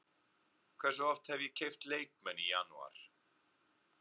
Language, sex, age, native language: Icelandic, male, 30-39, Icelandic